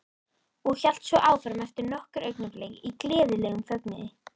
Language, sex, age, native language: Icelandic, female, 13, Icelandic